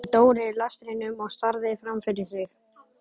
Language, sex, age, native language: Icelandic, male, 12, Icelandic